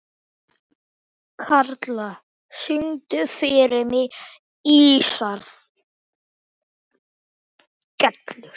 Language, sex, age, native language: Icelandic, male, 18-19, Icelandic